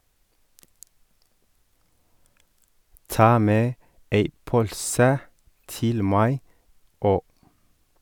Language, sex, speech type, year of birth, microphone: Norwegian, male, read, 1983, Sennheiser